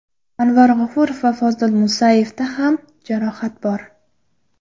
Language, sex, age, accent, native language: Uzbek, female, 18-24, Qoraqalpog'iston, Karakalpak